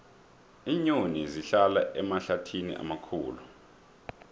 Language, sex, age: South Ndebele, male, 23